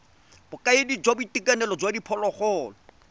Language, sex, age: Tswana, male, 25